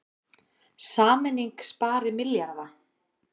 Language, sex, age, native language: Icelandic, female, 20-29, Icelandic